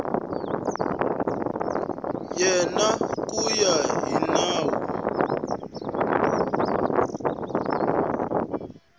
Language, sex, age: Tsonga, male, 21